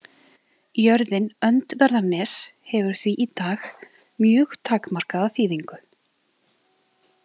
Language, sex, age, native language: Icelandic, female, 30-39, Icelandic